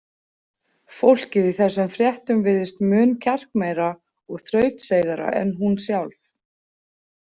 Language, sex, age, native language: Icelandic, female, 40-49, Icelandic